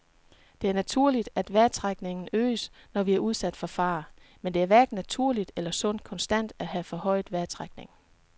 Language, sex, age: Danish, female, 36